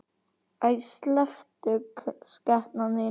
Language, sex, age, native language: Icelandic, male, 9, Icelandic